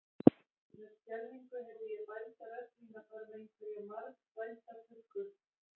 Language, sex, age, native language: Icelandic, female, 40-49, Icelandic